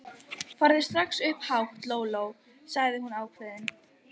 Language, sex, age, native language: Icelandic, female, 12, Icelandic